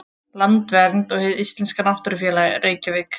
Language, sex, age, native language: Icelandic, female, 20-29, Icelandic